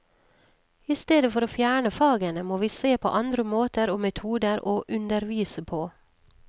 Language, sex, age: Norwegian, female, 39